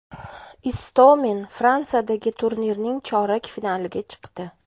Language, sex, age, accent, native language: Uzbek, female, 40-49, Toshkent shahri, Uzbek